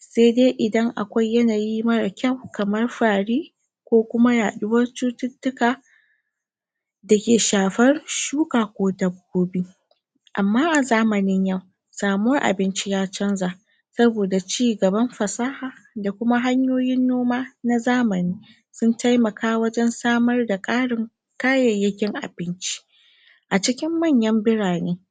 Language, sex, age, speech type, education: Hausa, female, 46-60, spontaneous, primary